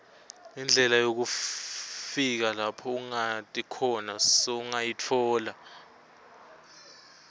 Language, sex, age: Swati, male, 21